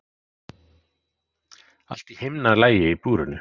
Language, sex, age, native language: Icelandic, male, 40-49, Icelandic